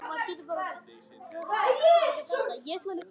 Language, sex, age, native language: Icelandic, male, 9, Icelandic